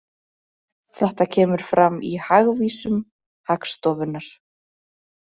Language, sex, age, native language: Icelandic, female, 30-39, Icelandic